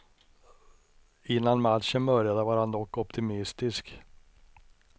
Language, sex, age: Swedish, male, 63